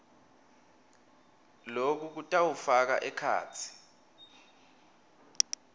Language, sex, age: Swati, male, 23